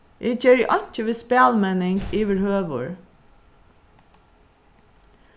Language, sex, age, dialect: Faroese, female, 36-60, Suðuroy